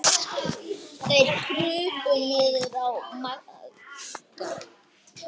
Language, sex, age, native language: Icelandic, other, 8, Icelandic